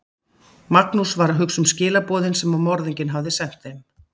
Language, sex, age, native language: Icelandic, female, 50-59, Icelandic